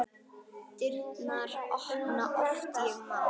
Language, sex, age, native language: Icelandic, female, 10, Icelandic